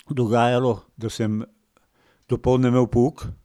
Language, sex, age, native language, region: Slovenian, male, 60+, Slovenian, Pomurje region